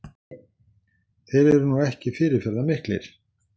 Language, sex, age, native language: Icelandic, male, 60-69, Icelandic